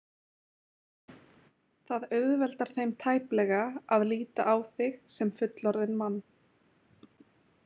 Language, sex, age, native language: Icelandic, female, 20-29, Icelandic